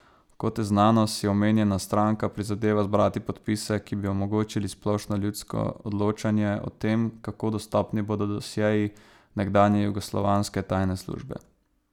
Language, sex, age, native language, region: Slovenian, male, 18-29, Slovenian, Savinja region